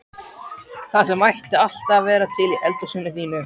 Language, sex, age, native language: Icelandic, male, 13, Icelandic